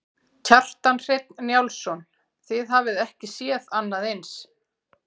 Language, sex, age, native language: Icelandic, female, 40-49, Icelandic